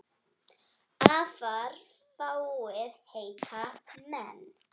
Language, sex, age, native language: Icelandic, female, 10, Icelandic